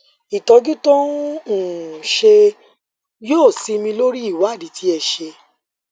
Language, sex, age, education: Yoruba, female, 30-45, tertiary